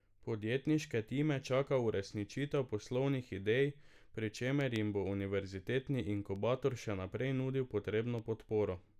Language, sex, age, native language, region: Slovenian, male, 18-29, Slovenian, Drava region